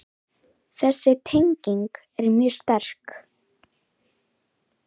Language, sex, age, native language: Icelandic, female, 10, Icelandic